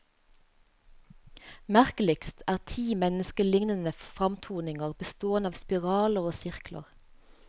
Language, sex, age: Norwegian, female, 35